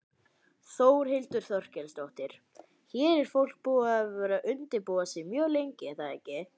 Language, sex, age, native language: Icelandic, male, 18-19, Icelandic